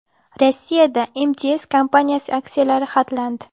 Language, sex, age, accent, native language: Uzbek, female, 12-17, Andijon, Uzbek